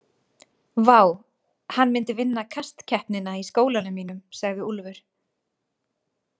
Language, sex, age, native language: Icelandic, female, 30-39, Icelandic